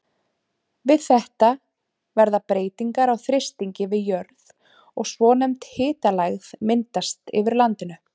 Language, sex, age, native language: Icelandic, female, 30-39, Icelandic